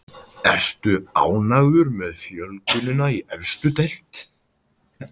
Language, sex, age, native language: Icelandic, male, 18-19, Icelandic